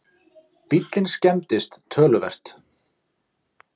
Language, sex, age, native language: Icelandic, male, 30-39, Icelandic